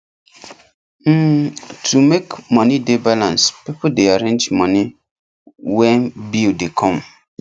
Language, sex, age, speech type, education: Nigerian Pidgin, male, 15-29, spontaneous, tertiary